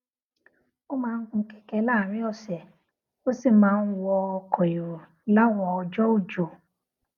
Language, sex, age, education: Yoruba, female, 15-29, tertiary